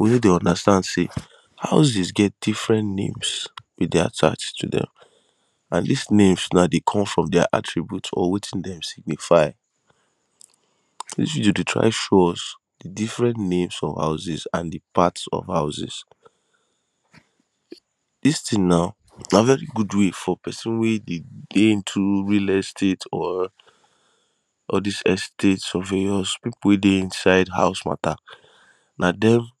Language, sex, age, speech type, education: Nigerian Pidgin, male, 15-29, spontaneous, tertiary